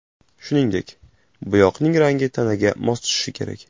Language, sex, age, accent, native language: Uzbek, male, 18-24, Jizzax, Uzbek